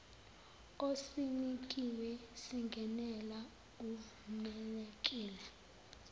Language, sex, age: Zulu, female, 19